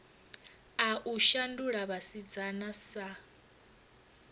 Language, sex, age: Venda, female, 22